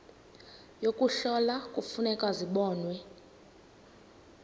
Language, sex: Xhosa, female